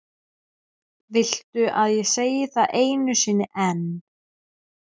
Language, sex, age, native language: Icelandic, female, 13, Icelandic